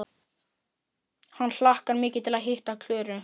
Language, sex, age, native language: Icelandic, male, 11, Icelandic